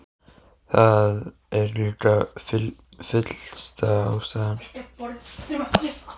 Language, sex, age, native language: Icelandic, male, 14, Icelandic